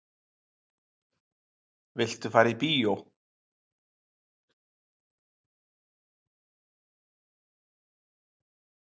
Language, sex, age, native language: Icelandic, male, 50-59, Icelandic